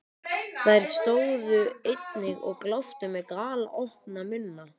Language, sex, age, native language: Icelandic, other, 12, Icelandic